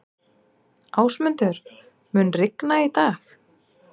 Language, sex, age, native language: Icelandic, female, 30-39, Icelandic